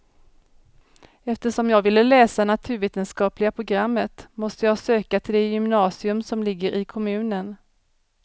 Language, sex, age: Swedish, female, 40